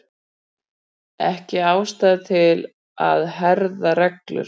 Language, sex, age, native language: Icelandic, female, 40-49, Icelandic